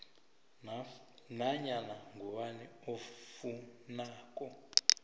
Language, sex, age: South Ndebele, male, 20